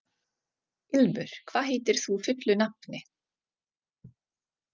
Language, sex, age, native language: Icelandic, female, 40-49, Czech